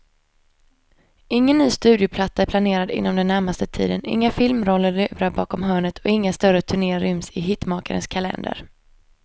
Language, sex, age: Swedish, female, 25